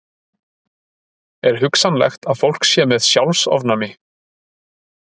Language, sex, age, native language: Icelandic, male, 30-39, Icelandic